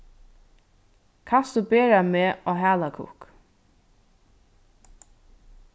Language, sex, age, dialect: Faroese, female, 15-35, Norðurstreymoy/Eysturoy